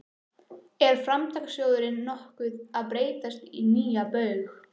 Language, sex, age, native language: Icelandic, female, 14, Icelandic